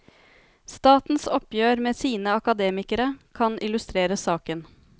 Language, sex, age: Norwegian, female, 33